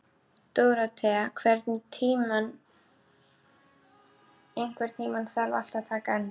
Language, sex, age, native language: Icelandic, female, 12, Icelandic